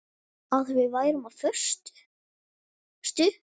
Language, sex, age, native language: Icelandic, female, 8, Icelandic